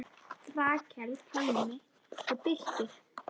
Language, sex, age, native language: Icelandic, female, 10, Icelandic